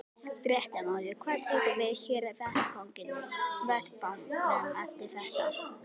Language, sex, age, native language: Icelandic, female, 11, Icelandic